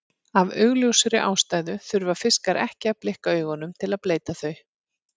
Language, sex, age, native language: Icelandic, female, 40-49, Icelandic